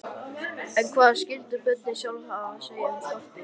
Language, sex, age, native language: Icelandic, male, 13, Icelandic